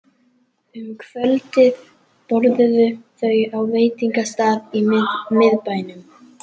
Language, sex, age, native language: Icelandic, female, 11, Icelandic